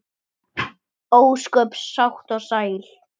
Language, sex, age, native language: Icelandic, male, 9, Icelandic